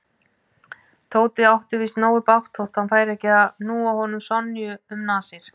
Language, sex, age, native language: Icelandic, female, 50-59, Icelandic